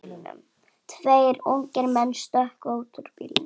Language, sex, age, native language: Icelandic, female, 11, Icelandic